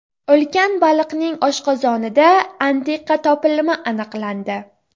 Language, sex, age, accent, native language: Uzbek, female, 12-17, Jizzax, Uzbek